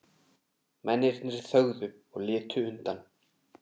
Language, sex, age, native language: Icelandic, male, 30-39, Icelandic